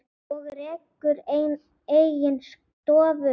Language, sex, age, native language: Icelandic, female, 7, Icelandic